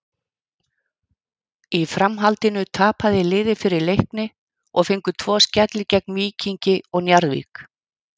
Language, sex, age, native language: Icelandic, female, 50-59, Icelandic